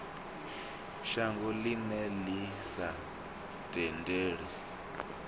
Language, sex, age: Venda, male, 26